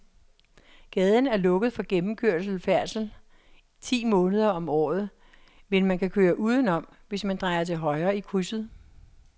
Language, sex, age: Danish, female, 66